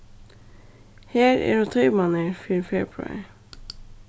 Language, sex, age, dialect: Faroese, female, 15-35, Suðurstreymoy